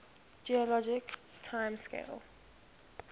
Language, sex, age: English, female, 21